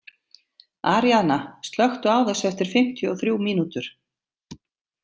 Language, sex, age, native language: Icelandic, female, 50-59, Icelandic